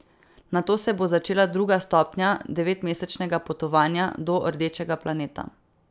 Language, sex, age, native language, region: Slovenian, female, 18-29, Slovenian, Savinja region